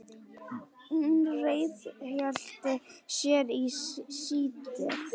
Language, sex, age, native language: Icelandic, female, 9, Icelandic